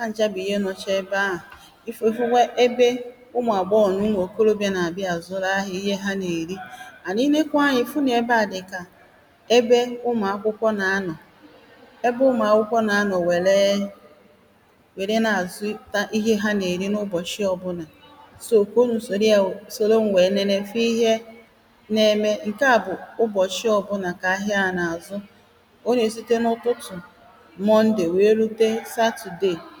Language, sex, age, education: Igbo, female, 30-45, primary